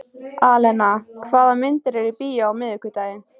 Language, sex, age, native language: Icelandic, female, 14, Icelandic